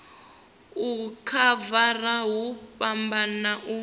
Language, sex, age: Venda, female, 25